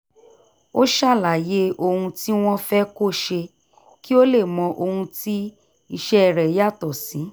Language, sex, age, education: Yoruba, female, 30-45, tertiary